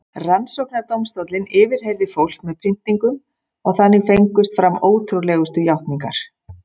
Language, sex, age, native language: Icelandic, female, 50-59, Icelandic